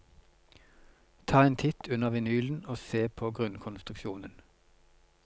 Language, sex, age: Norwegian, male, 42